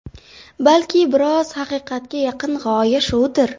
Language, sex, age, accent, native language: Uzbek, female, 18-24, Xorazm, Uzbek